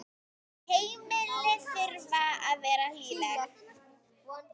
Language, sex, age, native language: Icelandic, female, 10, Icelandic